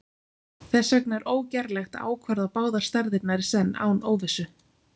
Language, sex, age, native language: Icelandic, female, 20-29, Icelandic